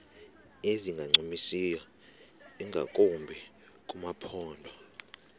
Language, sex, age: Xhosa, male, 32